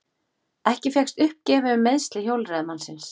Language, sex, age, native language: Icelandic, female, 40-49, Icelandic